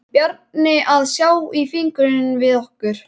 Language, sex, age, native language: Icelandic, male, 11, Icelandic